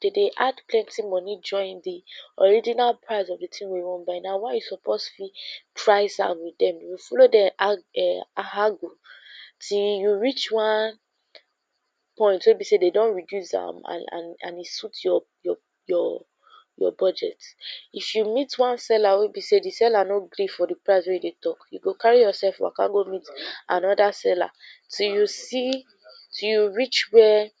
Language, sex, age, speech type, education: Nigerian Pidgin, female, 15-29, spontaneous, secondary